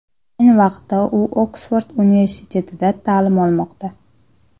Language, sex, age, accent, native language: Uzbek, female, 19-29, Namangan, Uzbek